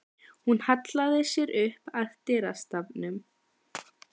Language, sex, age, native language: Icelandic, female, 12, Icelandic